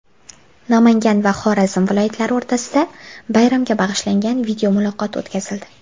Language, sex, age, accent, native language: Uzbek, female, 18-24, Farg'ona, Uzbek